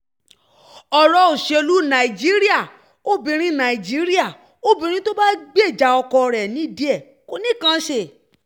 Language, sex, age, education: Yoruba, female, 15-29, tertiary